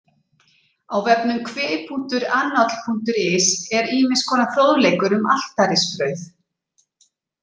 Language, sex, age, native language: Icelandic, female, 40-49, Icelandic